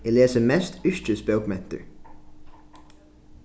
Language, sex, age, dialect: Faroese, male, 15-35, Norðuroyggjar